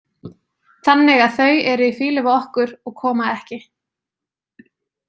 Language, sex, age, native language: Icelandic, female, 20-29, Icelandic